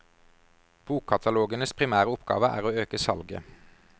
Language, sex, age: Norwegian, male, 32